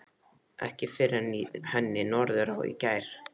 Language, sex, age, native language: Icelandic, male, 13, Icelandic